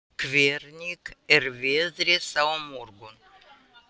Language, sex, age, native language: Icelandic, female, 80-89, Russian